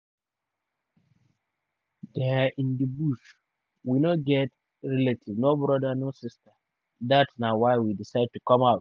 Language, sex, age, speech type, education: Nigerian Pidgin, male, 30-45, spontaneous, tertiary